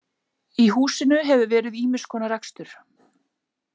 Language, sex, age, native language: Icelandic, female, 40-49, Icelandic